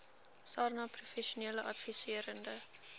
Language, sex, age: Afrikaans, female, 19